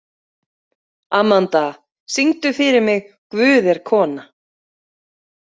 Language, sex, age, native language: Icelandic, female, 40-49, Icelandic